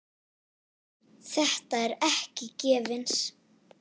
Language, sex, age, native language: Icelandic, female, 8, Icelandic